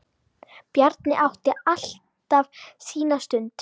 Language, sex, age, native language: Icelandic, female, 10, Icelandic